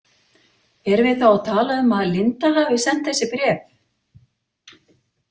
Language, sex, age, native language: Icelandic, female, 50-59, Icelandic